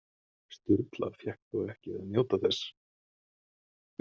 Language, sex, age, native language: Icelandic, male, 30-39, Icelandic